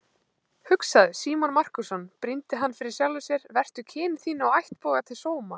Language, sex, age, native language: Icelandic, female, 20-29, Icelandic